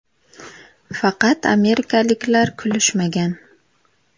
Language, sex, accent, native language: Uzbek, female, Farg'ona, Uzbek